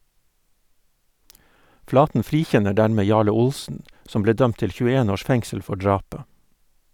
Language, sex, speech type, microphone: Norwegian, male, read, Sennheiser